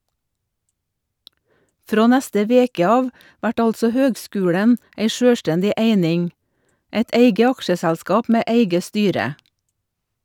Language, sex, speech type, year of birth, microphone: Norwegian, female, read, 1962, Shure